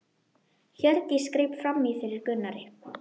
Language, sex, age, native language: Icelandic, female, 12, Icelandic